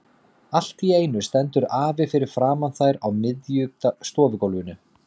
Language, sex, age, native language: Icelandic, male, 30-39, Icelandic